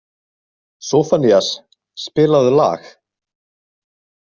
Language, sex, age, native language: Icelandic, male, 20-29, Icelandic